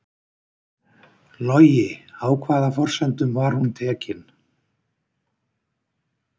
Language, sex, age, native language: Icelandic, male, 60-69, Icelandic